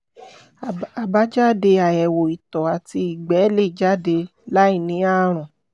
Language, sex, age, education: Yoruba, female, 30-45, tertiary